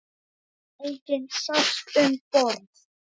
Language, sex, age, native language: Icelandic, male, 10, Icelandic